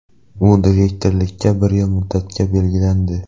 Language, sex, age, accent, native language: Uzbek, male, 12-17, Xorazm, Uzbek